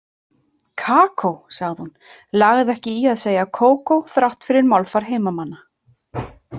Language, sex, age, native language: Icelandic, female, 30-39, Icelandic